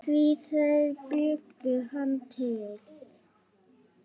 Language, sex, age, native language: Icelandic, female, 9, Icelandic